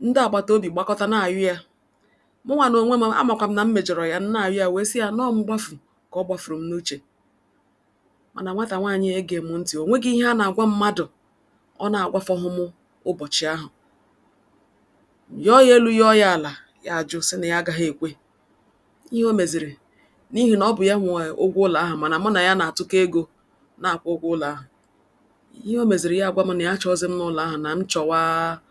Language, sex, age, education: Igbo, female, 46-60, tertiary